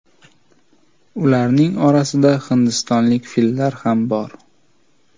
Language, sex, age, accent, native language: Uzbek, male, 18-24, Toshkent viloyati, Uzbek